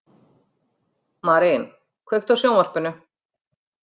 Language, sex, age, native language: Icelandic, female, 50-59, Icelandic